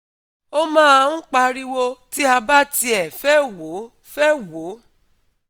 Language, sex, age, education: Yoruba, female, 30-45, tertiary